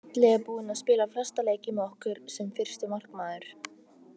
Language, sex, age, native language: Icelandic, female, 18-19, Icelandic